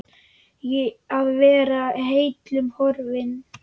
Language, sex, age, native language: Icelandic, male, 10, Icelandic